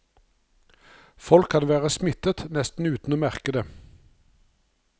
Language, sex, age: Norwegian, male, 59